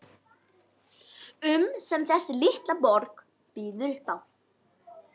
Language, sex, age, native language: Icelandic, female, 11, Icelandic